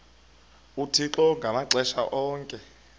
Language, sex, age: Xhosa, male, 22